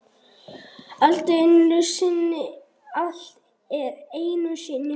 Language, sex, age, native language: Icelandic, male, 7, Icelandic